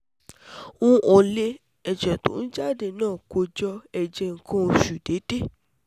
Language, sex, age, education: Yoruba, female, 15-29, tertiary